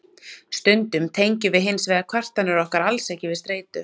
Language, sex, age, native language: Icelandic, female, 30-39, Icelandic